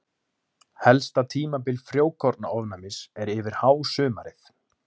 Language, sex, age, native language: Icelandic, male, 20-29, Icelandic